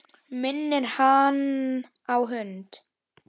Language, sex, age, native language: Icelandic, male, 9, Icelandic